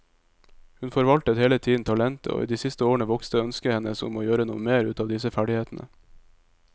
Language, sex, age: Norwegian, male, 22